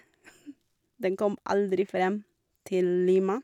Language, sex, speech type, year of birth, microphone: Norwegian, female, spontaneous, 1984, Shure